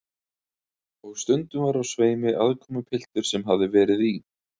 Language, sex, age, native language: Icelandic, male, 30-39, Icelandic